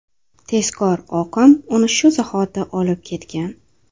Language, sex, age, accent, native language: Uzbek, female, 25-34, Toshkent shahri, Uzbek